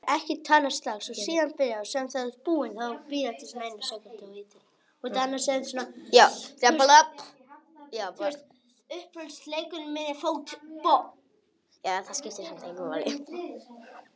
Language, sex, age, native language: Icelandic, male, 18-19, Polish